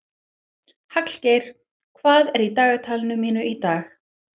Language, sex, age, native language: Icelandic, female, 20-29, English